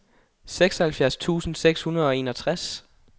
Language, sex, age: Danish, male, 21